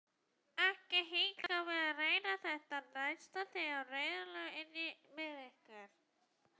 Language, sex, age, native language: Icelandic, female, 18-19, Icelandic